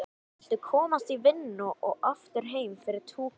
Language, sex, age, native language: Icelandic, male, 11, Icelandic